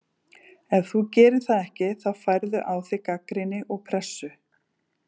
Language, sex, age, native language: Icelandic, female, 40-49, Icelandic